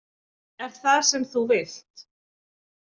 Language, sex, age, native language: Icelandic, female, 40-49, Icelandic